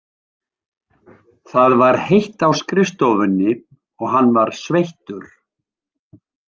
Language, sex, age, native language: Icelandic, male, 70-79, Icelandic